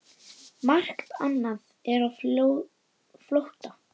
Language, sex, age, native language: Icelandic, female, 9, Icelandic